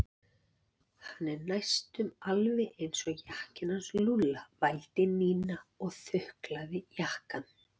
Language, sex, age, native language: Icelandic, female, 40-49, Icelandic